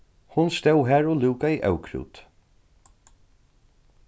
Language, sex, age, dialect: Faroese, male, 36-60, Norðurstreymoy/Eysturoy